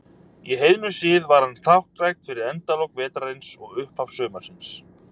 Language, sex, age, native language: Icelandic, male, 30-39, Icelandic